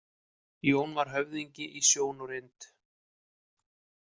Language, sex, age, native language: Icelandic, male, 50-59, Icelandic